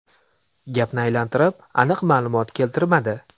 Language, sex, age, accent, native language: Uzbek, male, 25-34, Andijon, Uzbek